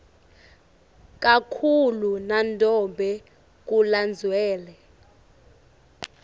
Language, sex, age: Swati, female, 18